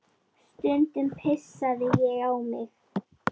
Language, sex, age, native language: Icelandic, female, 8, Icelandic